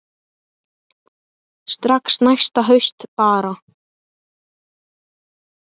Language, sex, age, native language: Icelandic, male, 8, Icelandic